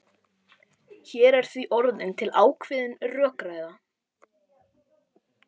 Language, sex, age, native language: Icelandic, male, 18-19, Icelandic